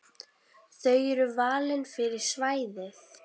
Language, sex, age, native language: Icelandic, female, 10, Icelandic